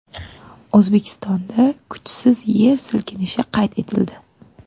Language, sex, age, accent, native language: Uzbek, female, 18-24, Qashqadaryo, Uzbek